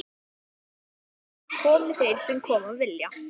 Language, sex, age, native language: Icelandic, female, 10, Icelandic